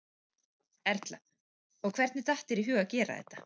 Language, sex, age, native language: Icelandic, female, 40-49, Icelandic